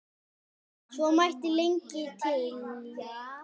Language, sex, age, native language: Icelandic, male, 10, Icelandic